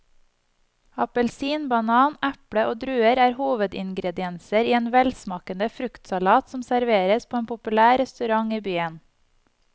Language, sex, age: Norwegian, female, 25